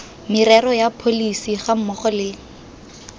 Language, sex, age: Tswana, female, 19